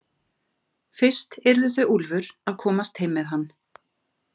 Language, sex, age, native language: Icelandic, female, 50-59, Icelandic